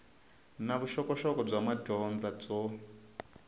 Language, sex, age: Tsonga, male, 22